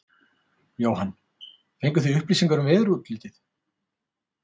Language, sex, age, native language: Icelandic, male, 40-49, Icelandic